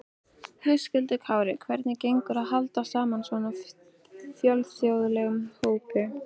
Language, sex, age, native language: Icelandic, female, 13, Icelandic